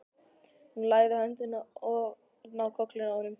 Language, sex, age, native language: Icelandic, male, 12, Icelandic